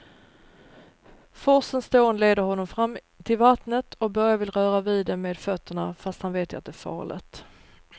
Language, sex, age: Swedish, female, 39